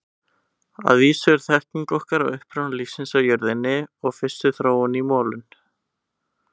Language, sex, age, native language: Icelandic, male, 18-19, Icelandic